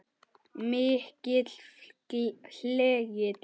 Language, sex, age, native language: Icelandic, male, 9, Icelandic